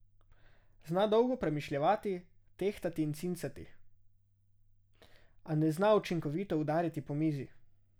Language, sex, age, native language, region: Slovenian, male, 18-29, Slovenian, Drava region